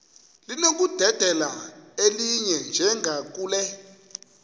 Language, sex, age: Xhosa, male, 33